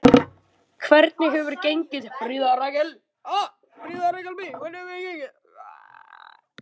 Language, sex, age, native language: Icelandic, male, 10, Icelandic